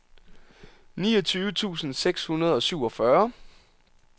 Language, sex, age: Danish, male, 27